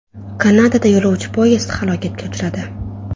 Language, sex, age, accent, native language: Uzbek, female, under 19, Toshkent viloyati, Uzbek